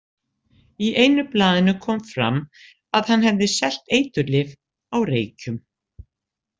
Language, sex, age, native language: Icelandic, female, 60-69, Icelandic